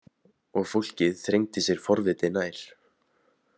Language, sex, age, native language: Icelandic, male, 18-19, Icelandic